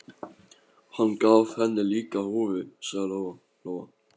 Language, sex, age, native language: Icelandic, male, 15, Polish